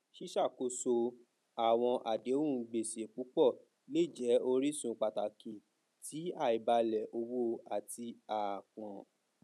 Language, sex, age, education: Yoruba, male, 30-45, tertiary